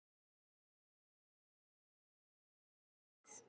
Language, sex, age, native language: Icelandic, female, 18-19, Icelandic